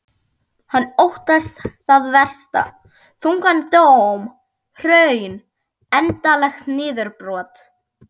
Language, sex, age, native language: Icelandic, female, 12, Icelandic